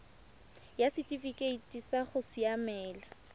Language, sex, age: Tswana, female, 23